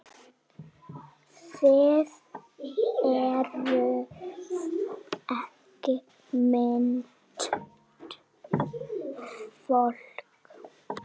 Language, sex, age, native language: Icelandic, female, 6, Icelandic